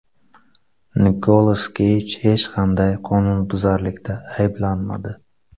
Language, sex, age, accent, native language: Uzbek, male, 25-34, Buxoro, Uzbek